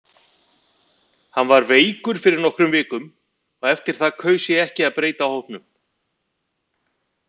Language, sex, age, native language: Icelandic, male, 50-59, Icelandic